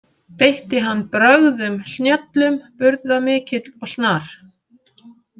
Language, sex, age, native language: Icelandic, female, 50-59, Icelandic